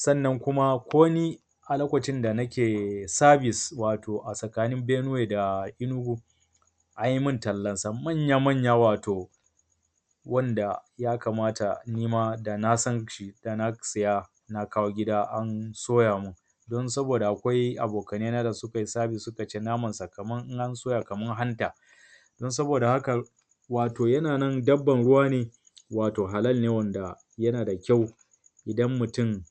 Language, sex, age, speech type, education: Hausa, male, 30-45, spontaneous, tertiary